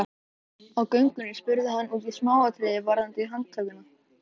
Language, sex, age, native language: Icelandic, male, 13, Icelandic